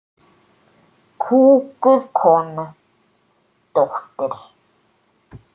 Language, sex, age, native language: Icelandic, male, 7, Icelandic